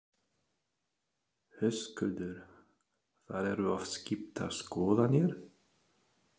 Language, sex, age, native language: Icelandic, male, 30-39, German